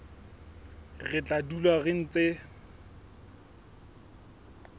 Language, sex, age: Southern Sotho, male, 21